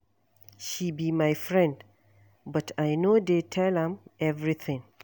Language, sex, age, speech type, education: Nigerian Pidgin, female, 60+, read, tertiary